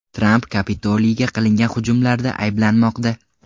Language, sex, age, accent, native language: Uzbek, male, 18-24, Farg'ona, Uzbek